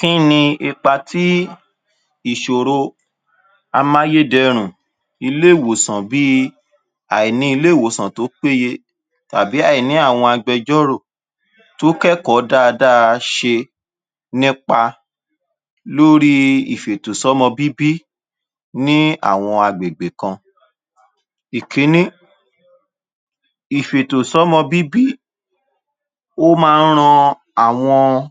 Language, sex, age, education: Yoruba, male, 30-45, tertiary